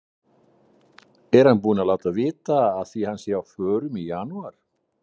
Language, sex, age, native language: Icelandic, male, 60-69, Icelandic